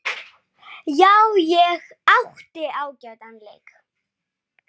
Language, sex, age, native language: Icelandic, male, 8, Icelandic